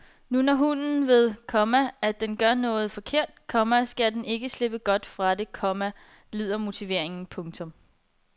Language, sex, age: Danish, female, 21